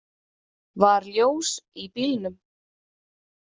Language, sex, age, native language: Icelandic, female, 30-39, Icelandic